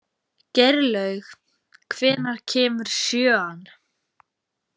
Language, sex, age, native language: Icelandic, female, 20-29, Icelandic